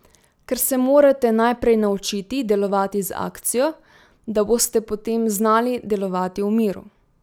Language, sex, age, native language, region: Slovenian, female, 18-29, Slovenian, Drava region